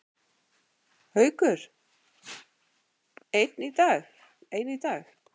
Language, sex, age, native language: Icelandic, female, 8, Icelandic